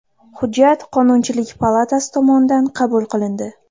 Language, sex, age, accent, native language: Uzbek, female, 12-17, Toshkent viloyati, Uzbek